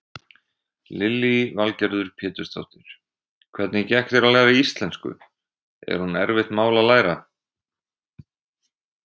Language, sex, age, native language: Icelandic, male, 20-29, Icelandic